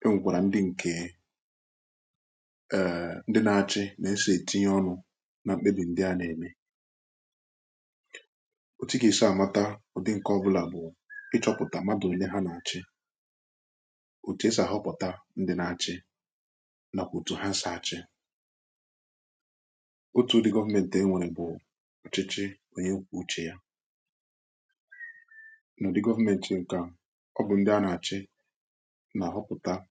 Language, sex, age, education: Igbo, male, 15-29, tertiary